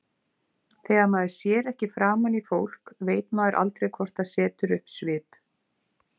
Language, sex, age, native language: Icelandic, female, 50-59, Icelandic